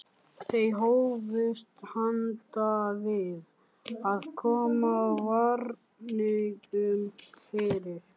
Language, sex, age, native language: Icelandic, male, 14, Icelandic